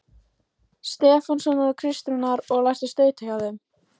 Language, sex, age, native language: Icelandic, female, 14, Icelandic